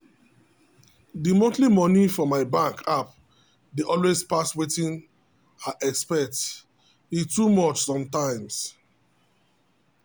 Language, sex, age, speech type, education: Nigerian Pidgin, male, 30-45, spontaneous, tertiary